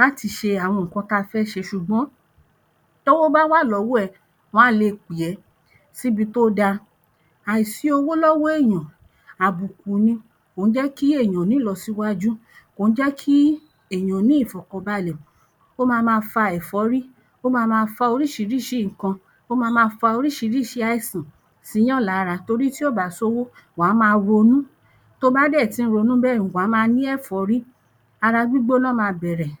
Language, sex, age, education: Yoruba, female, 30-45, primary